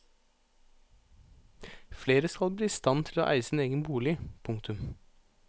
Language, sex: Norwegian, male